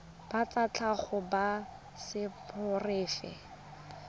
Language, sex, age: Tswana, female, 20